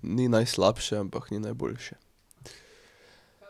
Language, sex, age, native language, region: Slovenian, male, 18-29, Slovenian, Drava region